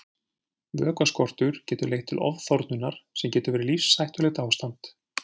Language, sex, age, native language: Icelandic, male, 40-49, Icelandic